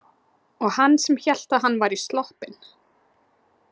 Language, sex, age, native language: Icelandic, female, 20-29, Icelandic